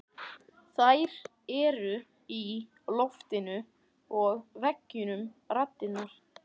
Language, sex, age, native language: Icelandic, male, 14, Icelandic